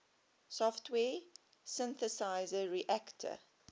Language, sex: English, female